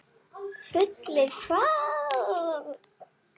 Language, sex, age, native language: Icelandic, female, 8, Icelandic